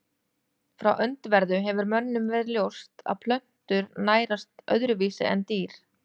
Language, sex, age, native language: Icelandic, female, 30-39, Icelandic